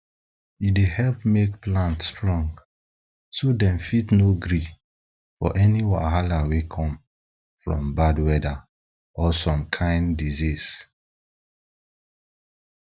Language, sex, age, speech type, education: Nigerian Pidgin, male, 15-29, spontaneous, tertiary